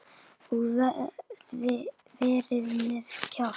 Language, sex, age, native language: Icelandic, male, 10, Icelandic